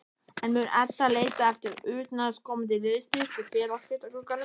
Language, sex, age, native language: Icelandic, male, 11, Icelandic